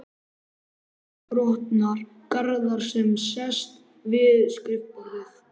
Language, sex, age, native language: Icelandic, male, 11, Icelandic